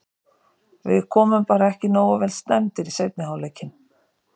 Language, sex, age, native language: Icelandic, female, 50-59, Icelandic